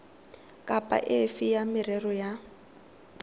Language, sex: Tswana, female